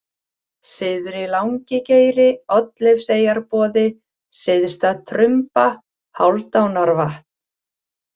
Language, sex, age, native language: Icelandic, female, 40-49, Icelandic